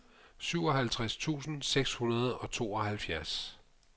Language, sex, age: Danish, male, 55